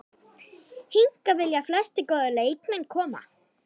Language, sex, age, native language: Icelandic, female, 50-59, Icelandic